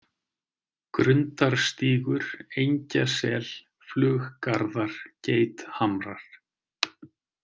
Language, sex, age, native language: Icelandic, male, 30-39, Icelandic